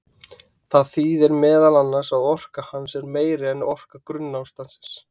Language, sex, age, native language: Icelandic, male, 30-39, Icelandic